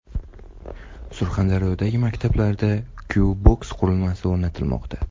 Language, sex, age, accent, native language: Uzbek, male, 18-24, Toshkent viloyati, Uzbek